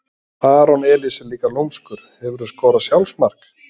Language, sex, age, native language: Icelandic, male, 30-39, Icelandic